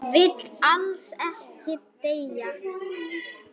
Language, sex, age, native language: Icelandic, male, 9, Icelandic